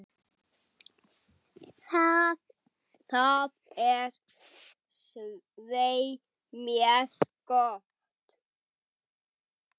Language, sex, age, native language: Icelandic, male, 7, Icelandic